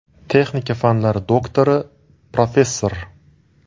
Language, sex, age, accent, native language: Uzbek, male, 19-29, Surxondaryo, Uzbek